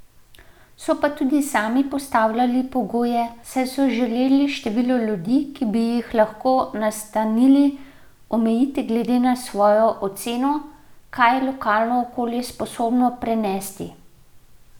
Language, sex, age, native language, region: Slovenian, female, 30-49, Slovenian, Central Slovenia